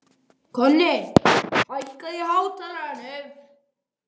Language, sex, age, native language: Icelandic, male, 13, Icelandic